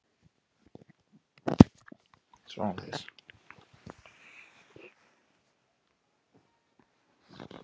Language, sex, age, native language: Icelandic, female, 20-29, Finnish